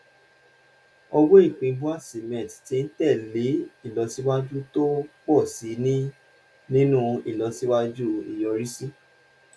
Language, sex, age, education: Yoruba, male, 30-45, tertiary